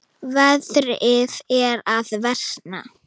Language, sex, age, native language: Icelandic, female, 9, Icelandic